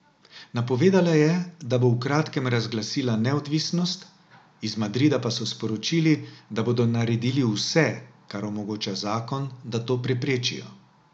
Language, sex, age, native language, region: Slovenian, male, 60+, Slovenian, Drava region